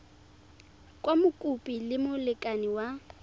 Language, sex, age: Tswana, female, 23